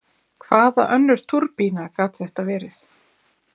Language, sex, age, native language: Icelandic, female, 40-49, Icelandic